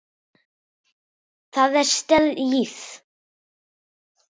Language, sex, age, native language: Icelandic, female, 7, Icelandic